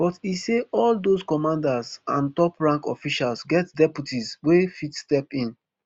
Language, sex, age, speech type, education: Nigerian Pidgin, male, 15-29, spontaneous, tertiary